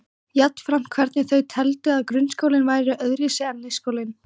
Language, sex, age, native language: Icelandic, female, 14, Icelandic